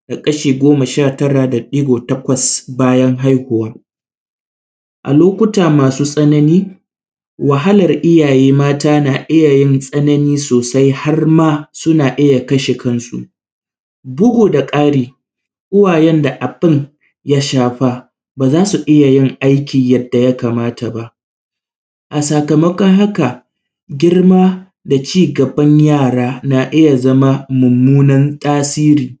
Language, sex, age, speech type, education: Hausa, male, 30-45, spontaneous, primary